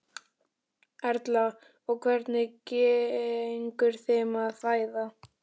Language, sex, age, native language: Icelandic, male, 12, Icelandic